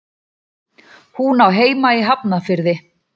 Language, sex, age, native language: Icelandic, female, 40-49, Icelandic